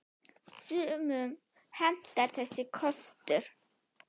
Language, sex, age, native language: Icelandic, female, 9, Icelandic